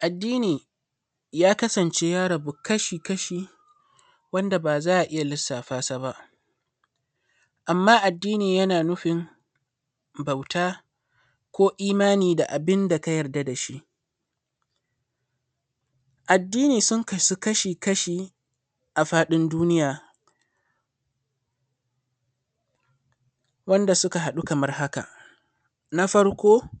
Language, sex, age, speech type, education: Hausa, male, 15-29, spontaneous, secondary